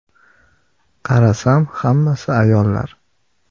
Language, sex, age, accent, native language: Uzbek, male, 25-34, Andijon, Uzbek